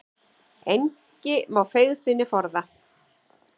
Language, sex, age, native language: Icelandic, female, 40-49, Icelandic